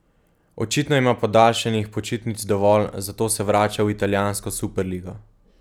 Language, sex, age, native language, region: Slovenian, male, 18-29, Slovenian, Gorenjska region